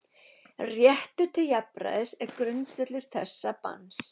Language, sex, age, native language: Icelandic, female, 11, Icelandic